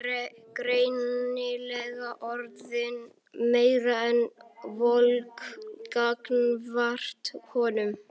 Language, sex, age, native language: Icelandic, male, 11, Icelandic